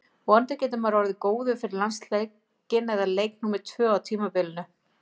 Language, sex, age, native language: Icelandic, female, 50-59, Icelandic